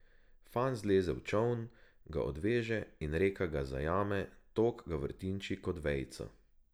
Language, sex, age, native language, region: Slovenian, male, 18-29, Slovenian, Drava region